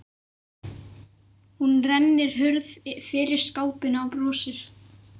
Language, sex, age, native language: Icelandic, male, 11, Icelandic